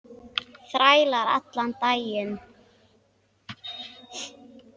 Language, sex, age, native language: Icelandic, male, 10, Icelandic